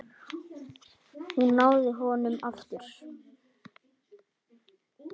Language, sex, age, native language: Icelandic, male, 9, Icelandic